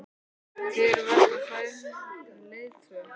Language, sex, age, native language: Icelandic, male, 11, Icelandic